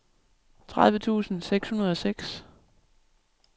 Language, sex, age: Danish, female, 37